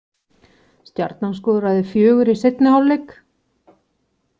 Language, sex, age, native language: Icelandic, female, 20-29, Icelandic